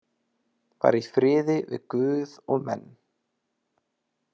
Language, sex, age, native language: Icelandic, male, 30-39, Icelandic